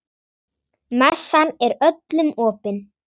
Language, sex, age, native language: Icelandic, female, 10, Icelandic